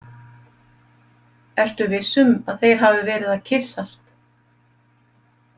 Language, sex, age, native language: Icelandic, female, 50-59, Icelandic